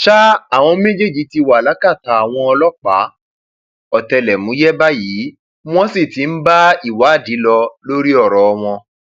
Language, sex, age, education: Yoruba, male, 30-45, tertiary